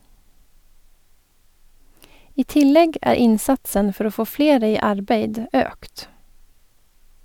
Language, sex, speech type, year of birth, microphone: Norwegian, female, read, 1985, Sennheiser